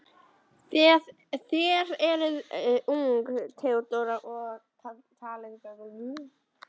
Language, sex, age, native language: Icelandic, female, 13, Icelandic